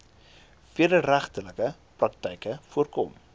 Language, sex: Afrikaans, male